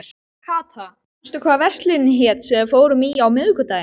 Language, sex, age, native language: Icelandic, male, 12, Icelandic